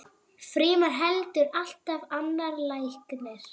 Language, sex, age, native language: Icelandic, female, 9, Icelandic